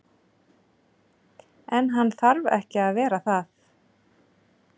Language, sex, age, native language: Icelandic, female, 30-39, Icelandic